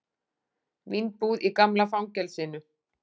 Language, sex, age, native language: Icelandic, female, 40-49, Icelandic